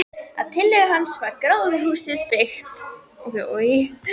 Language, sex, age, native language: Icelandic, female, 13, Icelandic